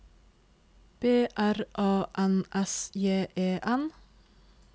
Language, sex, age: Norwegian, female, 26